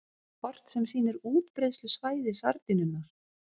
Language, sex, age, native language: Icelandic, female, 30-39, Icelandic